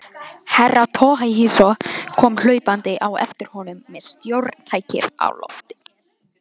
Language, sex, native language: Icelandic, female, Icelandic